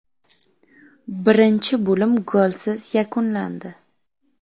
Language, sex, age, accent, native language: Uzbek, female, 12-17, Samarqand, Uzbek